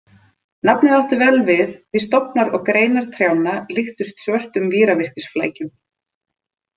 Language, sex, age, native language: Icelandic, female, 30-39, Icelandic